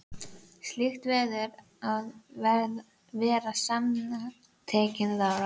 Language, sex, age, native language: Icelandic, female, 12, Icelandic